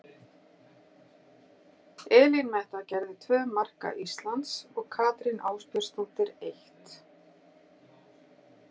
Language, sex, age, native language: Icelandic, female, 40-49, Icelandic